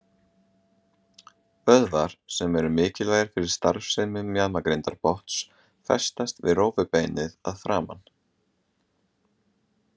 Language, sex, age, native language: Icelandic, male, 20-29, Icelandic